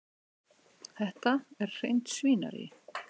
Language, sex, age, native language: Icelandic, male, 60-69, Icelandic